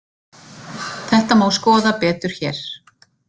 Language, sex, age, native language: Icelandic, female, 50-59, Icelandic